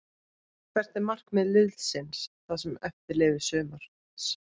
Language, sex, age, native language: Icelandic, female, 30-39, Icelandic